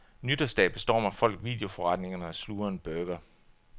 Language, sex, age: Danish, male, 33